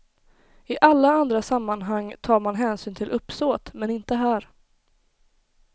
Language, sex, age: Swedish, female, 21